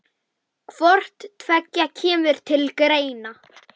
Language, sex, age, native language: Icelandic, female, 10, Icelandic